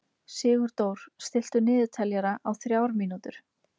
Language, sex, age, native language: Icelandic, female, 20-29, Icelandic